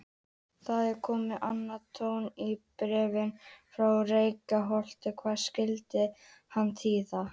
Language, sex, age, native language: Icelandic, female, 18-19, Icelandic